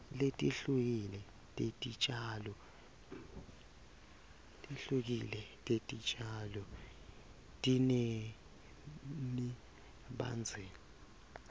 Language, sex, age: Swati, male, 23